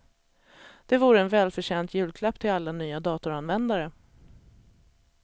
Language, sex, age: Swedish, female, 37